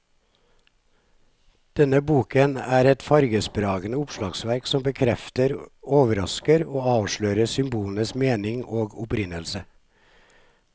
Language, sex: Norwegian, male